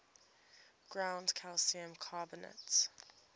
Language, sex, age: English, female, 20